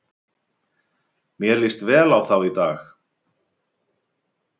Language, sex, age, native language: Icelandic, male, 50-59, Icelandic